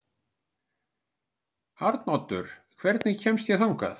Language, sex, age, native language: Icelandic, male, 60-69, Icelandic